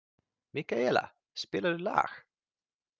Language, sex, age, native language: Icelandic, male, 30-39, Swedish